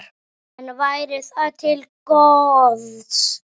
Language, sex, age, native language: Icelandic, female, 7, Icelandic